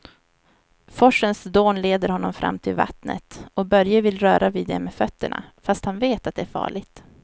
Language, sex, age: Swedish, female, 23